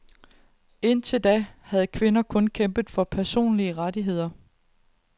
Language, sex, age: Danish, female, 30